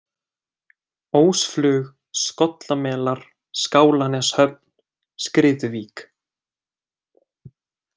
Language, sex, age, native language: Icelandic, male, 20-29, Icelandic